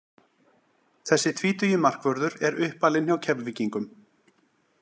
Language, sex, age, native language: Icelandic, male, 40-49, Icelandic